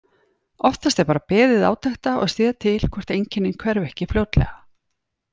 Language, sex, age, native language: Icelandic, female, 40-49, Icelandic